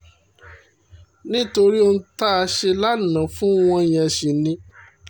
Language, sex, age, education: Yoruba, male, 30-45, tertiary